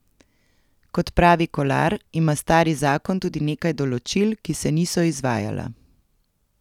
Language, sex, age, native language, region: Slovenian, female, 30-49, Slovenian, Central Slovenia